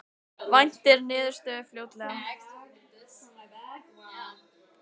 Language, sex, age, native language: Icelandic, female, 18-19, Icelandic